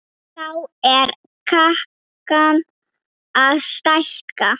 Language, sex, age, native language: Icelandic, female, 8, Icelandic